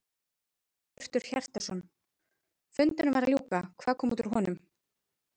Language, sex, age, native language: Icelandic, female, 30-39, Icelandic